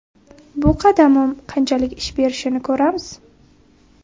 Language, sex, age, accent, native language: Uzbek, female, 18-24, Buxoro, Uzbek